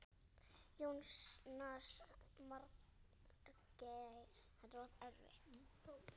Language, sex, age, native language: Icelandic, female, 13, Icelandic